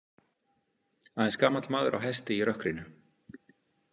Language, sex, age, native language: Icelandic, male, 50-59, Icelandic